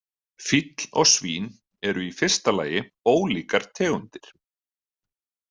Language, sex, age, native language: Icelandic, male, 30-39, Icelandic